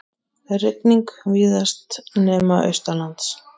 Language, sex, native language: Icelandic, male, Icelandic